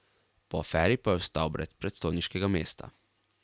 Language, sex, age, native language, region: Slovenian, male, 18-29, Slovenian, Carinthia region